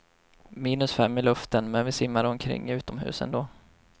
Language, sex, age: Swedish, male, 25